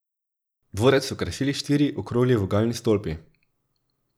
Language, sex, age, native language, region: Slovenian, male, 18-29, Slovenian, Drava region